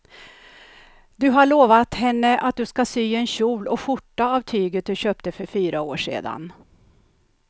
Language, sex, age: Swedish, female, 63